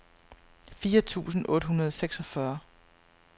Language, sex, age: Danish, female, 35